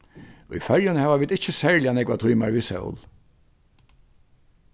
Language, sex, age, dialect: Faroese, male, 61+, Vágar